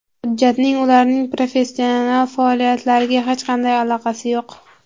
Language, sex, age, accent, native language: Uzbek, male, 18-24, Andijon, Uzbek